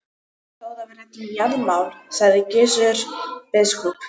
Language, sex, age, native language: Icelandic, female, 12, Icelandic